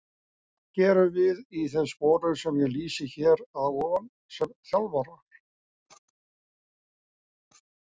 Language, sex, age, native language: Icelandic, male, 60-69, Icelandic